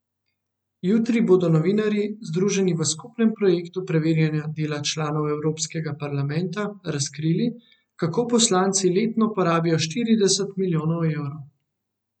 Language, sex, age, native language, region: Slovenian, male, 18-29, Slovenian, Central Slovenia